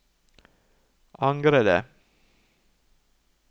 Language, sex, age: Norwegian, male, 39